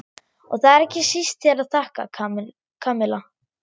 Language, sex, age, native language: Icelandic, female, 11, German